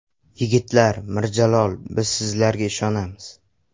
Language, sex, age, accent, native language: Uzbek, male, 12-17, Toshkent shahri, Uzbek